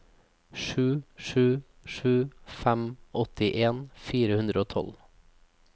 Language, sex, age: Norwegian, male, 24